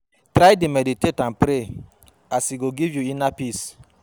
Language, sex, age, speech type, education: Nigerian Pidgin, male, 30-45, spontaneous, tertiary